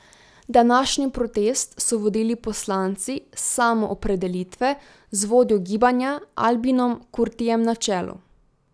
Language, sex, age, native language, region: Slovenian, female, 18-29, Slovenian, Drava region